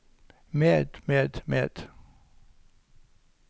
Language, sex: Norwegian, male